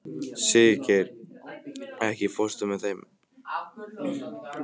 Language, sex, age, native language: Icelandic, male, 15, Icelandic